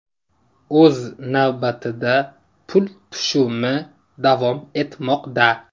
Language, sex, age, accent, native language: Uzbek, male, 18-24, Namangan, Uzbek